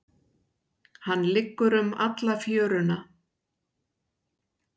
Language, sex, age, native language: Icelandic, female, 60-69, Icelandic